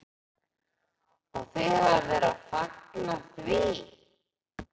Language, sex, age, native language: Icelandic, male, 11, Icelandic